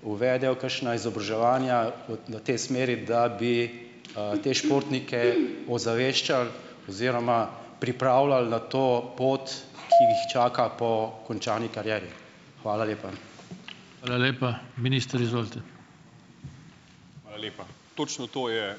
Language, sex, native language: Slovenian, male, Slovenian